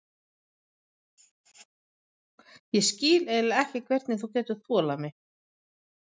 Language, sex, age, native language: Icelandic, female, 50-59, Swedish